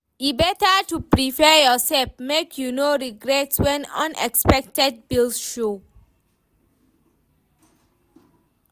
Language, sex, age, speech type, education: Nigerian Pidgin, female, 15-29, read, tertiary